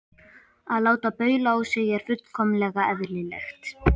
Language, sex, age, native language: Icelandic, male, 18-19, Icelandic